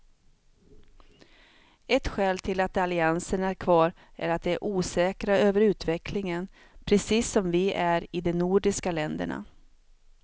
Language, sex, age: Swedish, female, 42